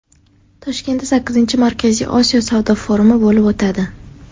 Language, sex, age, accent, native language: Uzbek, female, 18-24, Sirdaryo, Uzbek